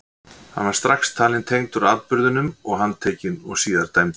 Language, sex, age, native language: Icelandic, male, 60-69, Icelandic